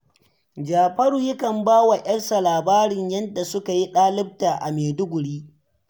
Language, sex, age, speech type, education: Hausa, male, 15-29, read, secondary